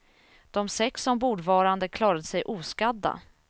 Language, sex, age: Swedish, female, 27